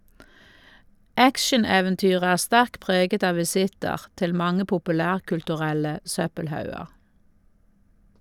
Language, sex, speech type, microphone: Norwegian, female, read, Shure